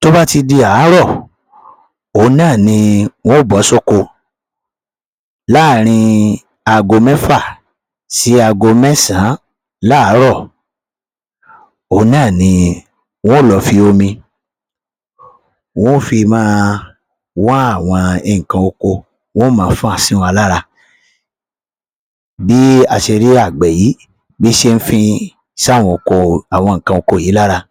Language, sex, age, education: Yoruba, male, 30-45, tertiary